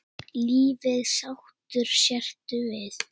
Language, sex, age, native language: Icelandic, female, 10, Icelandic